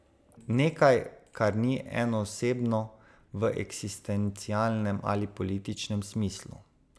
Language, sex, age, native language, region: Slovenian, male, 30-49, Slovenian, Savinja region